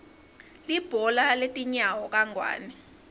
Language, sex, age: Swati, female, 22